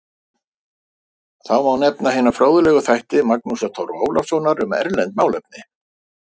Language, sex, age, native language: Icelandic, male, 50-59, Icelandic